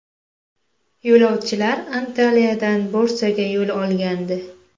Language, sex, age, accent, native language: Uzbek, female, 18-24, Qashqadaryo, Uzbek